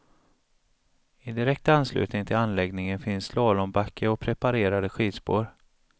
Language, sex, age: Swedish, male, 35